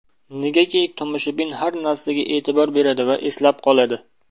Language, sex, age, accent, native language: Uzbek, male, 19-29, Namangan, Uzbek